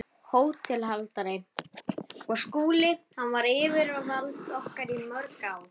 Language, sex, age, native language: Icelandic, female, 11, Icelandic